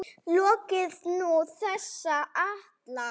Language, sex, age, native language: Icelandic, female, 7, Icelandic